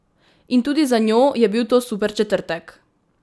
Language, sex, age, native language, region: Slovenian, female, 18-29, Slovenian, Drava region